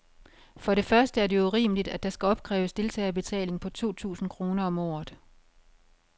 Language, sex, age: Danish, female, 51